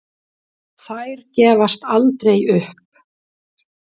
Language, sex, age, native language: Icelandic, female, 60-69, Icelandic